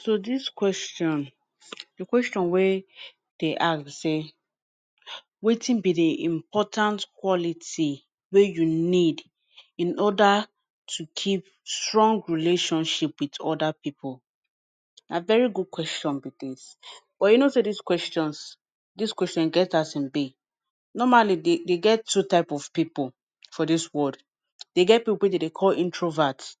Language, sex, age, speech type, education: Nigerian Pidgin, female, 15-29, spontaneous, tertiary